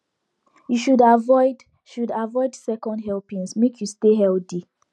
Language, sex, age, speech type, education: Nigerian Pidgin, female, 15-29, spontaneous, tertiary